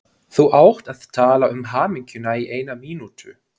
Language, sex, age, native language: Icelandic, male, 20-29, German